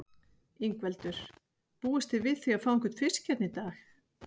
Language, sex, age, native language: Icelandic, female, 40-49, Icelandic